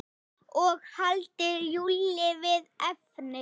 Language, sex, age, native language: Icelandic, female, 8, Icelandic